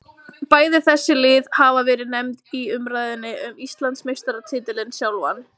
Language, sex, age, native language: Icelandic, female, 20-29, Icelandic